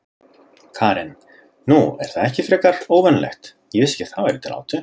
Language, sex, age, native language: Icelandic, male, 30-39, Icelandic